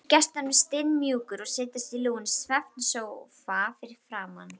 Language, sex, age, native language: Icelandic, female, 12, Icelandic